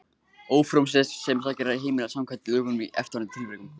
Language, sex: Icelandic, male